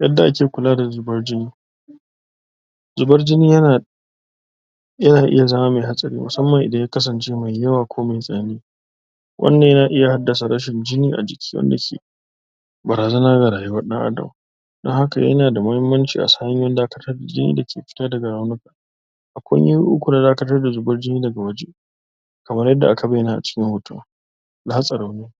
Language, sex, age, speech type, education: Hausa, male, 15-29, spontaneous, tertiary